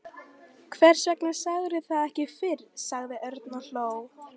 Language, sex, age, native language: Icelandic, female, 13, Icelandic